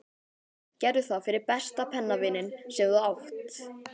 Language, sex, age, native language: Icelandic, male, 11, Icelandic